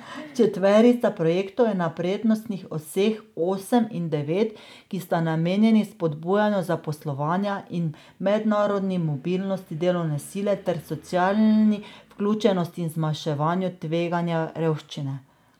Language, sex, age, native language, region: Slovenian, female, 30-49, Slovenian, Drava region